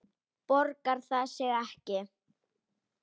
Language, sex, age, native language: Icelandic, female, 10, Icelandic